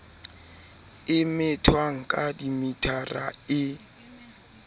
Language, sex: Southern Sotho, male